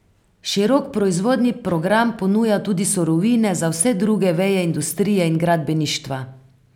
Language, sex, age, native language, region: Slovenian, female, 50-59, Slovenian, Carinthia region